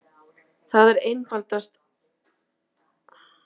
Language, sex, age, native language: Icelandic, female, 40-49, Icelandic